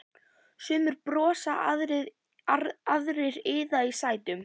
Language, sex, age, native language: Icelandic, female, 11, Icelandic